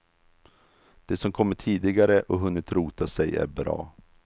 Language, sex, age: Swedish, male, 32